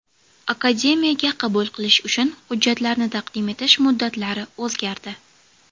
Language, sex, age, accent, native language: Uzbek, female, 18-24, Toshkent shahri, Uzbek